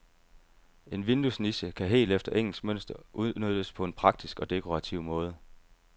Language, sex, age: Danish, male, 30